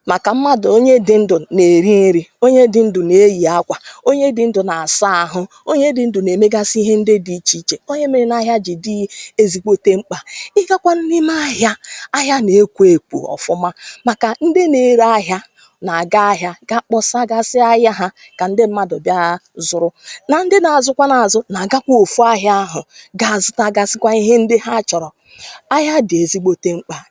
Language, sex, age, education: Igbo, female, 30-45, tertiary